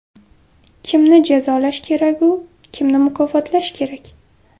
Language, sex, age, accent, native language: Uzbek, female, 18-24, Buxoro, Uzbek